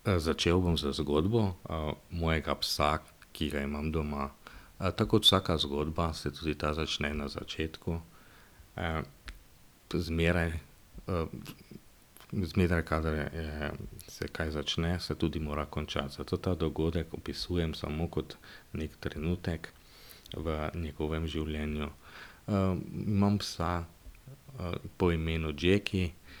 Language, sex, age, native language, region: Slovenian, male, 50-59, Slovenian, Drava region